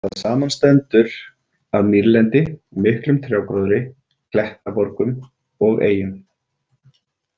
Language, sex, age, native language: Icelandic, male, 40-49, Icelandic